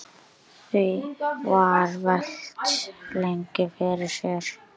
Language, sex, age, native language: Icelandic, male, 11, Icelandic